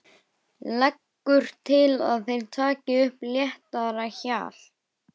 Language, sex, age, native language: Icelandic, male, 12, Icelandic